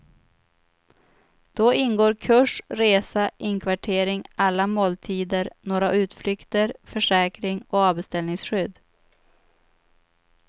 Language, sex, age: Swedish, female, 25